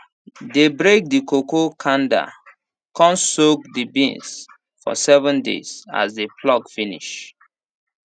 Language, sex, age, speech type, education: Nigerian Pidgin, male, 15-29, spontaneous, tertiary